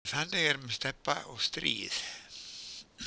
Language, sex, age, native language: Icelandic, female, 20-29, Icelandic